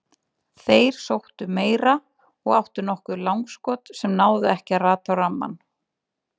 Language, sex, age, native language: Icelandic, female, 20-29, Icelandic